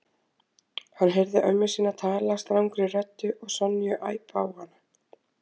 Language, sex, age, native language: Icelandic, female, 20-29, Icelandic